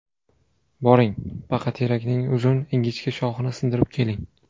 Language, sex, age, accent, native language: Uzbek, male, 25-34, Namangan, Uzbek